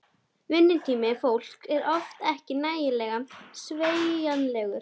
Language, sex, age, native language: Icelandic, female, 11, Icelandic